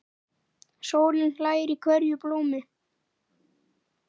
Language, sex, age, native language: Icelandic, male, 9, Icelandic